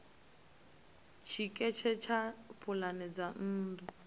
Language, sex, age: Venda, female, 20